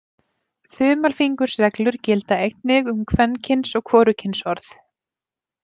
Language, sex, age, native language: Icelandic, female, 30-39, Icelandic